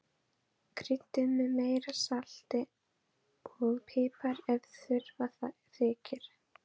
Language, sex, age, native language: Icelandic, female, 12, Icelandic